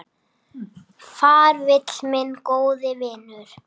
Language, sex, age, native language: Icelandic, male, 8, Icelandic